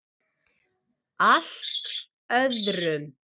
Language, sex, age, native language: Icelandic, male, 7, Icelandic